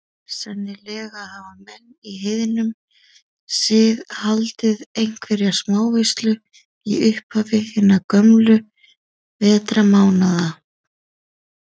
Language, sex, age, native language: Icelandic, female, 30-39, Icelandic